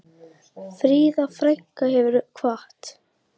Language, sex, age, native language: Icelandic, female, 9, Icelandic